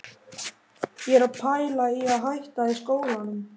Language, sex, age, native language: Icelandic, male, 11, Icelandic